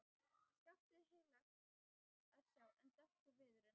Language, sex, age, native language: Icelandic, female, 12, Icelandic